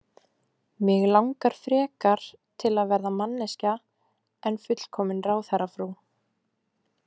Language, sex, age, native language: Icelandic, female, 18-19, Icelandic